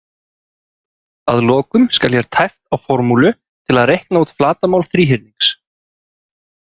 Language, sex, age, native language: Icelandic, male, 30-39, Icelandic